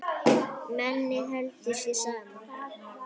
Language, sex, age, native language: Icelandic, male, 10, Icelandic